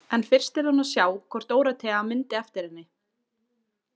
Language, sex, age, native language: Icelandic, female, 20-29, Icelandic